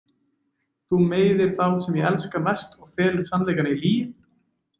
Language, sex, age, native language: Icelandic, male, 20-29, Icelandic